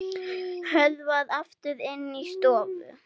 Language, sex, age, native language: Icelandic, female, 7, Icelandic